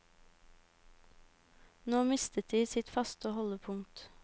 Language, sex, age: Norwegian, female, 18